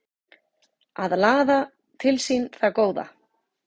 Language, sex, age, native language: Icelandic, female, 40-49, Icelandic